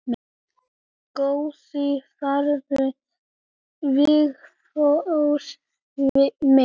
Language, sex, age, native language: Icelandic, male, 10, Icelandic